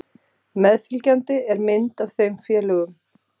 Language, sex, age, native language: Icelandic, female, 30-39, Icelandic